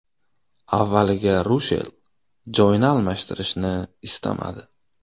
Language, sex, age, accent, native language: Uzbek, male, 25-34, Navoiy, Uzbek